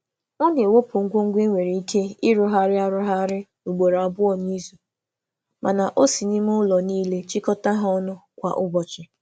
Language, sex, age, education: Igbo, female, 30-45, tertiary